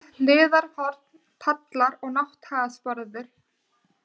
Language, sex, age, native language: Icelandic, female, 20-29, Icelandic